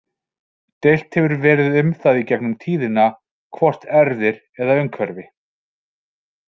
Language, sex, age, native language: Icelandic, male, 40-49, Icelandic